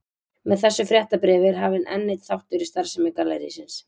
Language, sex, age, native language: Icelandic, female, 20-29, Icelandic